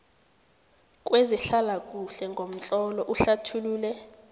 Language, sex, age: South Ndebele, female, 18